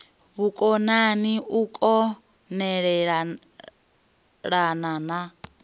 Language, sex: Venda, female